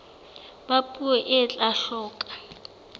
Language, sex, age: Southern Sotho, female, 35